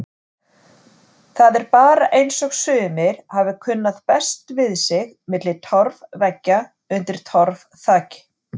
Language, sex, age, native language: Icelandic, female, 40-49, Icelandic